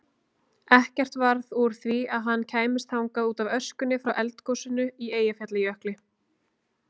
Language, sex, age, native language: Icelandic, female, 20-29, Icelandic